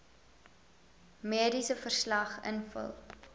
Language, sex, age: Afrikaans, female, 22